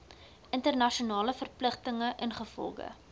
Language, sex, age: Afrikaans, female, 22